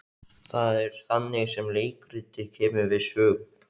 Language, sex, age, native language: Icelandic, male, 15, Icelandic